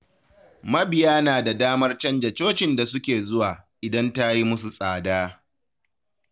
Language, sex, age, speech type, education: Hausa, male, 15-29, read, tertiary